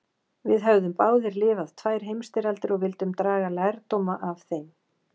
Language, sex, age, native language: Icelandic, female, 40-49, Icelandic